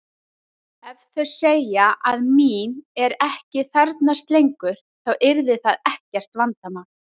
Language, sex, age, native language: Icelandic, female, 30-39, Icelandic